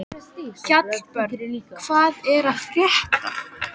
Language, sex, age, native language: Icelandic, female, 12, Icelandic